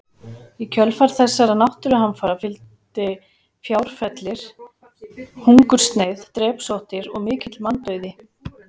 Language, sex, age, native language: Icelandic, female, 40-49, Icelandic